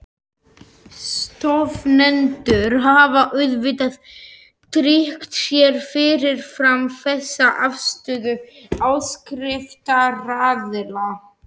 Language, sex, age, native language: Icelandic, male, 11, Slovak